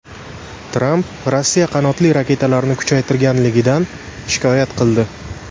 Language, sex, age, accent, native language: Uzbek, male, 18-24, Andijon, Uzbek